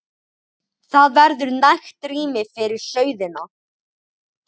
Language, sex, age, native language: Icelandic, male, 12, Icelandic